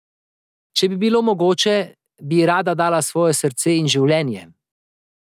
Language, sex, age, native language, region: Slovenian, male, 30-49, Slovenian, Drava region